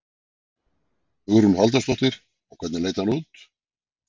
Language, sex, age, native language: Icelandic, male, 40-49, Icelandic